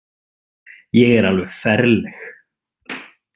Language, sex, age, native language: Icelandic, male, 30-39, Icelandic